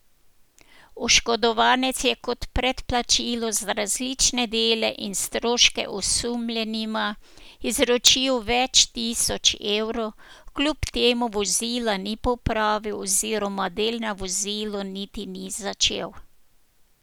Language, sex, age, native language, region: Slovenian, female, 60+, Slovenian, Posavska region